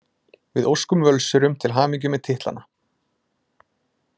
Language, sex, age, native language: Icelandic, male, 20-29, Icelandic